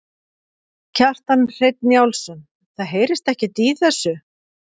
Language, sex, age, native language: Icelandic, female, 50-59, Icelandic